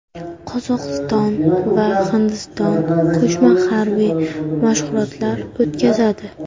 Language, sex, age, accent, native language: Uzbek, female, 18-24, Navoiy, Uzbek